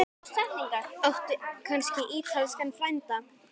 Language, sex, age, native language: Icelandic, female, 10, Icelandic